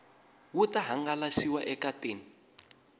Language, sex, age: Tsonga, male, 22